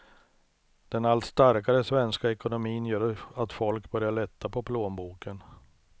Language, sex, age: Swedish, male, 63